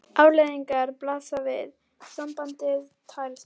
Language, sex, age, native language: Icelandic, female, 11, Icelandic